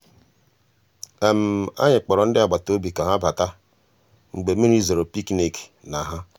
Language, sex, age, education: Igbo, male, 46-60, tertiary